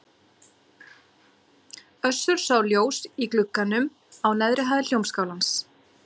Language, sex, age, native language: Icelandic, female, 40-49, Icelandic